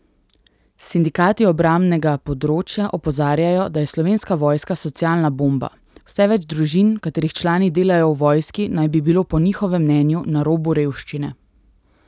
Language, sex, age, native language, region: Slovenian, female, 18-29, Slovenian, Central Slovenia